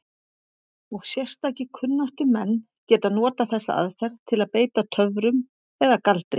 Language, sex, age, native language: Icelandic, female, 40-49, Icelandic